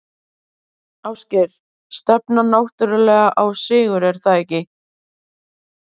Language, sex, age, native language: Icelandic, female, 30-39, Icelandic